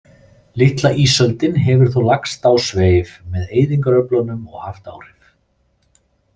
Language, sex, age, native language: Icelandic, male, 30-39, Icelandic